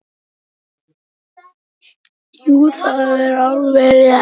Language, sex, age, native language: Icelandic, male, 10, Icelandic